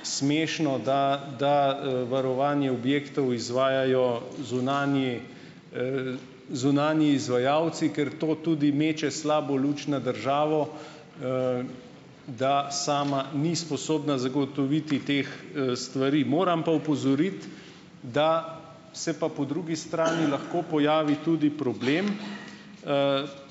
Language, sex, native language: Slovenian, male, Slovenian